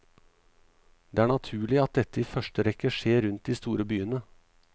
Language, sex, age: Norwegian, male, 38